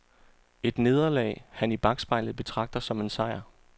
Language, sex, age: Danish, male, 34